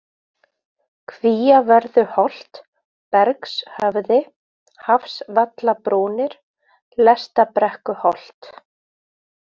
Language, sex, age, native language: Icelandic, female, 20-29, Icelandic